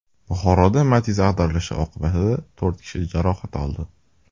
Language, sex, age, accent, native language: Uzbek, male, 19-29, Toshkent shahri, Uzbek